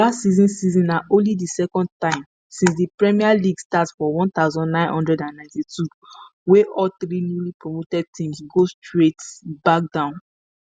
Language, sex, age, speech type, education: Nigerian Pidgin, female, 15-29, spontaneous, tertiary